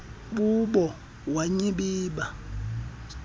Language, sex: Xhosa, male